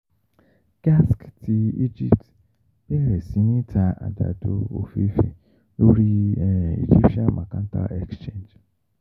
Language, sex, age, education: Yoruba, male, 15-29, tertiary